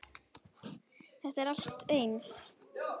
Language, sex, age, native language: Icelandic, female, 10, Icelandic